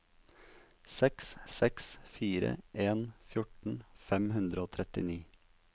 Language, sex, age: Norwegian, male, 27